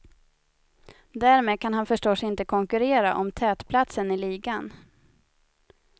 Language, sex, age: Swedish, female, 30